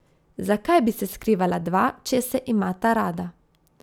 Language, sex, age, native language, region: Slovenian, female, 30-49, Slovenian, Gorica region